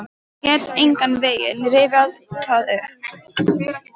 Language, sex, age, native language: Icelandic, female, 13, Polish